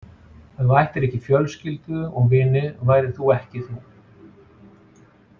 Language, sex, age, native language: Icelandic, male, 40-49, Icelandic